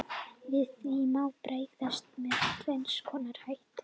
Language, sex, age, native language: Icelandic, male, 30-39, Icelandic